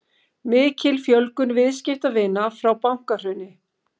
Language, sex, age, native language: Icelandic, female, 50-59, Icelandic